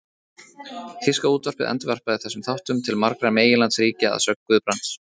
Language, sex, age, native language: Icelandic, male, 30-39, Icelandic